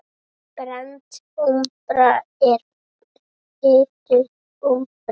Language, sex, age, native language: Icelandic, female, 7, Icelandic